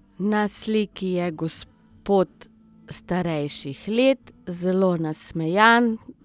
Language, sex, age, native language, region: Slovenian, female, 30-49, Slovenian, Southeast Slovenia